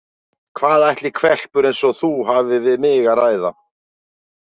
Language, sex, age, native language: Icelandic, male, 50-59, Icelandic